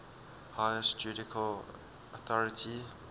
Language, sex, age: English, male, 19